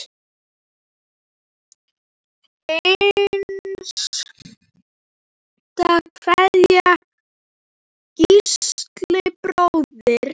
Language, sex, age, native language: Icelandic, female, 7, Icelandic